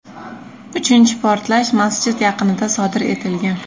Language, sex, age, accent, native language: Uzbek, female, 25-34, Qashqadaryo, Uzbek